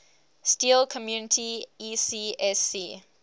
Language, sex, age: English, female, 18